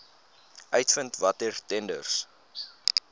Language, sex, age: Afrikaans, male, 20